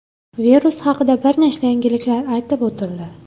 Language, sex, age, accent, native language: Uzbek, female, 19-29, Farg'ona, Uzbek